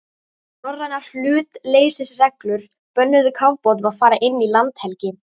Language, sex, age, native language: Icelandic, female, 13, Icelandic